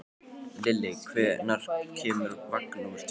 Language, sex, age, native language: Icelandic, male, 12, Icelandic